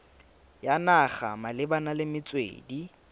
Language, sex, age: Tswana, male, 20